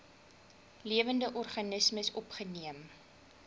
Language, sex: Afrikaans, female